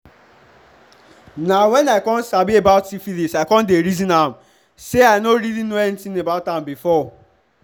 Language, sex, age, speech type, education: Nigerian Pidgin, male, 15-29, spontaneous, tertiary